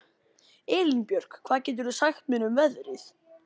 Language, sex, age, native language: Icelandic, male, 18-19, Icelandic